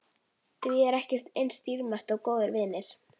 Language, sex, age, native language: Icelandic, female, 12, Icelandic